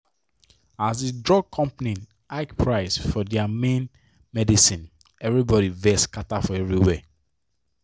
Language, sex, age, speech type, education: Nigerian Pidgin, male, 15-29, spontaneous, tertiary